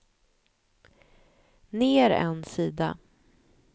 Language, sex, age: Swedish, female, 28